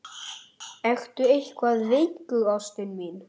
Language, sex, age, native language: Icelandic, female, 60-69, Icelandic